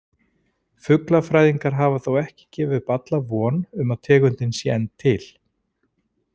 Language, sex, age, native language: Icelandic, male, 40-49, Icelandic